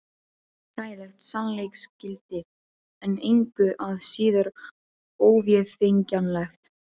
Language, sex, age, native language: Icelandic, female, 12, Serbo-Croatian